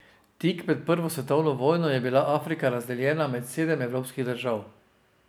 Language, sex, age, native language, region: Slovenian, male, 50-59, Slovenian, Drava region